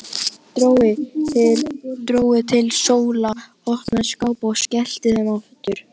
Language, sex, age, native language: Icelandic, male, 12, Icelandic